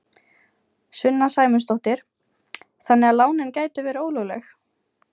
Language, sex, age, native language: Icelandic, female, 20-29, Ukrainian